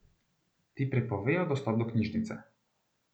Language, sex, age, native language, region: Slovenian, male, 18-29, Slovenian, Central Slovenia